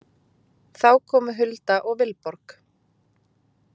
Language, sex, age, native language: Icelandic, female, 20-29, Icelandic